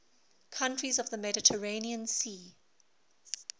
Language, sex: English, female